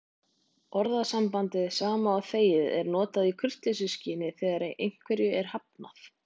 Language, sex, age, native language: Icelandic, female, 20-29, Icelandic